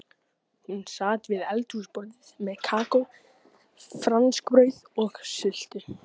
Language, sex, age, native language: Icelandic, male, 14, Icelandic